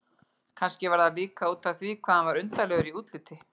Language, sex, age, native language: Icelandic, female, 40-49, Icelandic